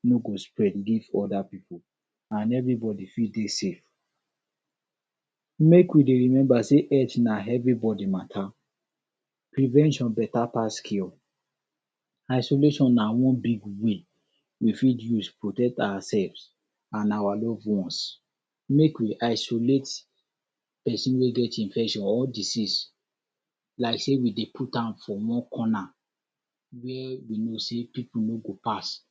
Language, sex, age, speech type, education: Nigerian Pidgin, male, 46-60, spontaneous, tertiary